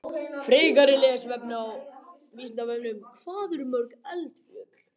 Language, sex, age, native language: Icelandic, other, 18-19, Icelandic